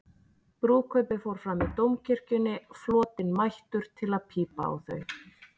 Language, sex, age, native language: Icelandic, female, 40-49, Icelandic